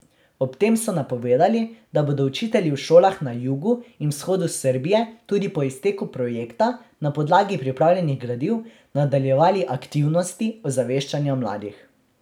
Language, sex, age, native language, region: Slovenian, male, 18-29, Slovenian, Drava region